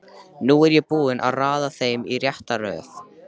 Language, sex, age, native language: Icelandic, male, 13, Icelandic